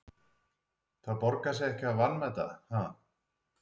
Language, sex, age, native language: Icelandic, male, 40-49, Icelandic